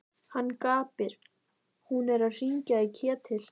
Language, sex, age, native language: Icelandic, female, 14, Icelandic